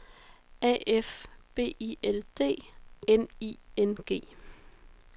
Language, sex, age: Danish, female, 33